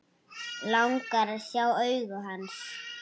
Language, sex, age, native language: Icelandic, female, 6, Icelandic